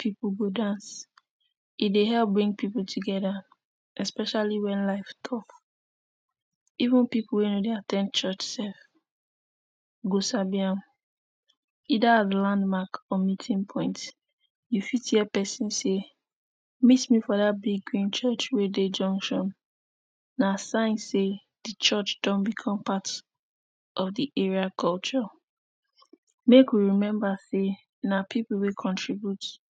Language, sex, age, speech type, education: Nigerian Pidgin, female, 15-29, spontaneous, tertiary